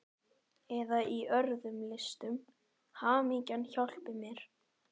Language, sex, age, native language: Icelandic, male, 11, Icelandic